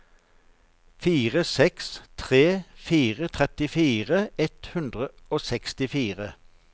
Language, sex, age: Norwegian, male, 54